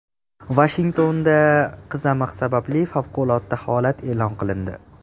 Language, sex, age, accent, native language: Uzbek, male, 18-24, Jizzax, Uzbek